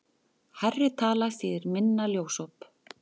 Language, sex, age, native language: Icelandic, male, 10, Icelandic